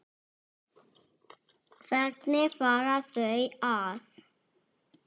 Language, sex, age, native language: Icelandic, male, 6, Icelandic